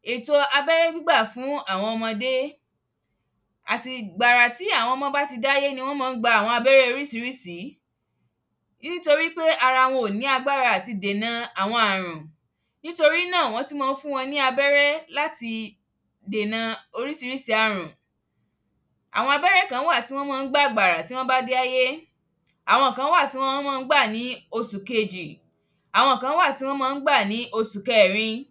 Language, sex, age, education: Yoruba, female, 15-29, primary